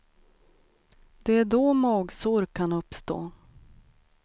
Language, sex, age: Swedish, female, 36